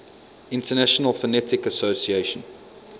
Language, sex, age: English, male, 22